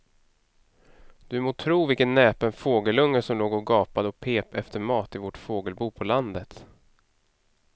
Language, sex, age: Swedish, male, 31